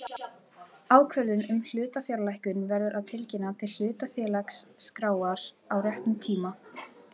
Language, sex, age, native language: Icelandic, female, 18-19, Icelandic